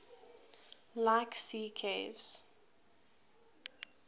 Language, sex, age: English, female, 20